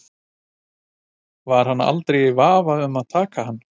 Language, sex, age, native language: Icelandic, male, 50-59, Icelandic